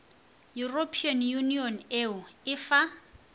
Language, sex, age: Northern Sotho, female, 24